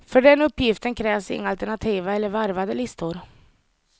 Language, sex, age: Swedish, female, 30